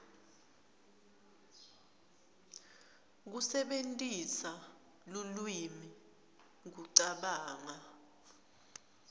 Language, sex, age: Swati, female, 20